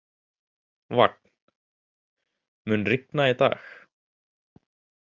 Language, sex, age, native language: Icelandic, male, 18-19, Icelandic